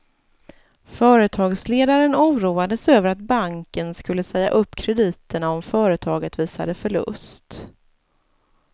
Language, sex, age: Swedish, female, 36